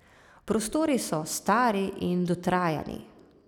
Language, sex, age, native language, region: Slovenian, female, 30-49, Slovenian, Savinja region